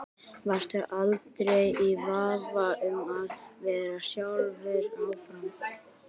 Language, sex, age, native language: Icelandic, female, 60-69, Icelandic